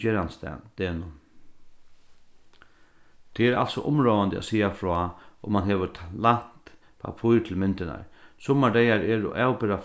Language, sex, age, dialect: Faroese, male, 36-60, Norðurstreymoy/Eysturoy